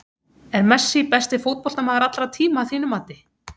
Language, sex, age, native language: Icelandic, female, 30-39, Icelandic